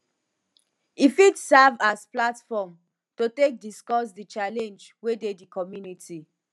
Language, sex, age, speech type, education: Nigerian Pidgin, female, 15-29, spontaneous, tertiary